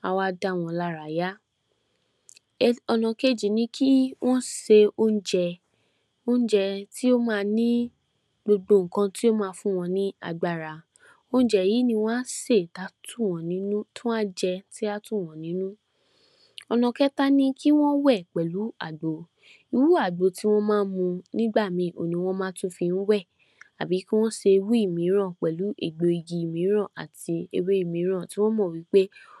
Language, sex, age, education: Yoruba, female, 46-60, tertiary